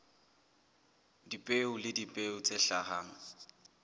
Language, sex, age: Southern Sotho, male, 21